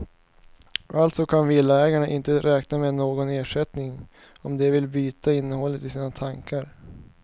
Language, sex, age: Swedish, male, 19